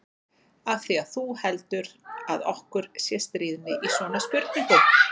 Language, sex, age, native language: Icelandic, female, 40-49, Icelandic